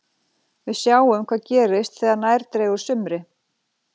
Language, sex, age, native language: Icelandic, female, 40-49, Icelandic